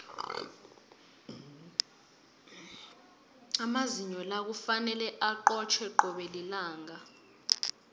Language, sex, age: South Ndebele, female, 22